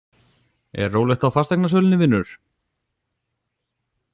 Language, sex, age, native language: Icelandic, male, 40-49, Icelandic